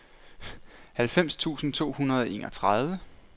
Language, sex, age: Danish, male, 29